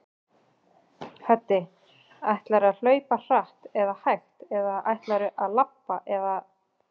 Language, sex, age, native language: Icelandic, female, 30-39, Icelandic